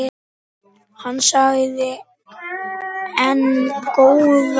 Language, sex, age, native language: Icelandic, male, 9, Icelandic